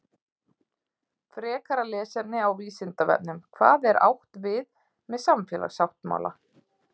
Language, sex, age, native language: Icelandic, female, 30-39, Icelandic